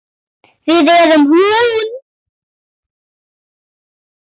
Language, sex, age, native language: Icelandic, female, 8, Icelandic